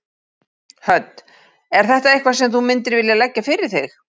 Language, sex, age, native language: Icelandic, female, 40-49, Icelandic